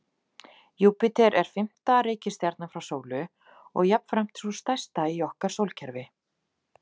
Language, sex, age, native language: Icelandic, female, 40-49, Icelandic